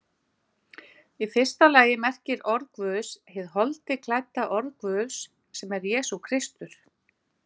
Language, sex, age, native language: Icelandic, female, 50-59, Icelandic